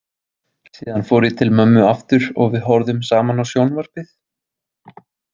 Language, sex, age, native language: Icelandic, male, 20-29, Icelandic